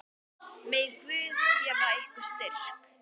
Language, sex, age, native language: Icelandic, female, 10, Icelandic